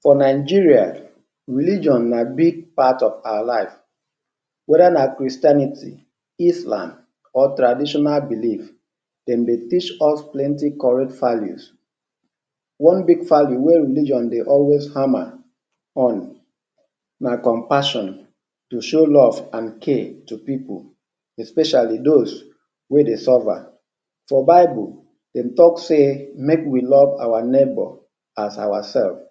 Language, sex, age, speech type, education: Nigerian Pidgin, male, 30-45, spontaneous, tertiary